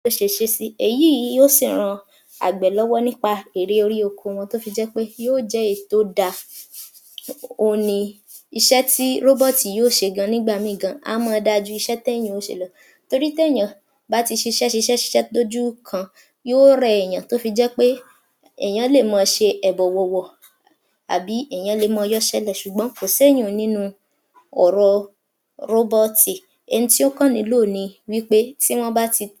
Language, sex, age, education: Yoruba, female, 46-60, tertiary